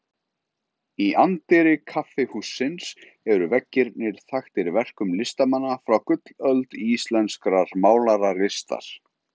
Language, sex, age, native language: Icelandic, male, 30-39, Icelandic